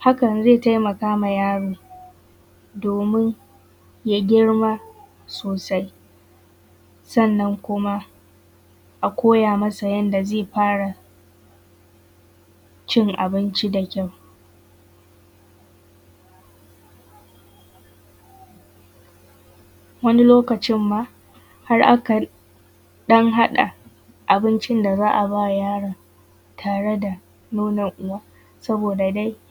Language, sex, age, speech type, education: Hausa, female, 15-29, spontaneous, tertiary